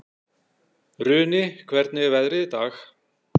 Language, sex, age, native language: Icelandic, male, 60-69, Icelandic